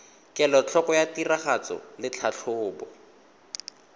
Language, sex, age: Tswana, male, 22